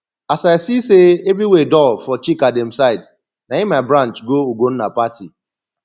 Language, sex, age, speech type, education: Nigerian Pidgin, male, 30-45, spontaneous, secondary